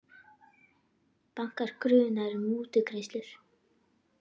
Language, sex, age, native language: Icelandic, female, 40-49, Icelandic